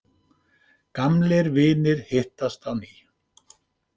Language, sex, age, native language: Icelandic, male, 50-59, Icelandic